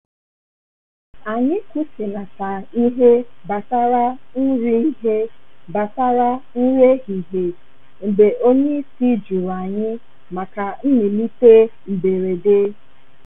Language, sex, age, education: Igbo, female, 15-29, tertiary